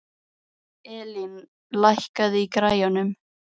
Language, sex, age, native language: Icelandic, female, 11, Icelandic